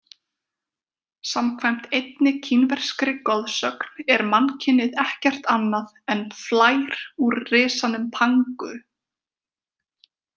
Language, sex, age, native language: Icelandic, female, 20-29, Icelandic